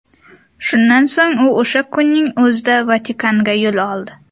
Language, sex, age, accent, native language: Uzbek, female, under 19, Sirdaryo, Uzbek